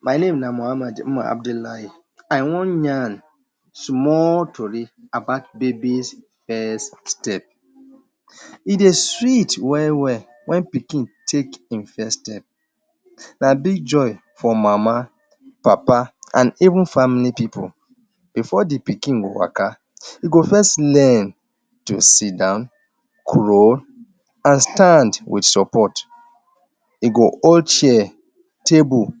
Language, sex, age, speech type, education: Nigerian Pidgin, male, 30-45, spontaneous, tertiary